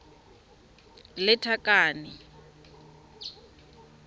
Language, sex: Tswana, female